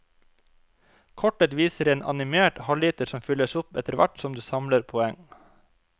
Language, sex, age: Norwegian, male, 25